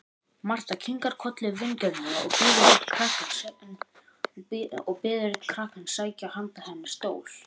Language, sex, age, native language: Icelandic, male, 18-19, Icelandic